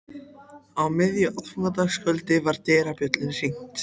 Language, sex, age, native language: Icelandic, other, 14, Icelandic